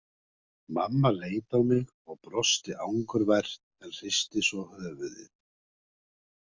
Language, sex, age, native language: Icelandic, male, 50-59, Icelandic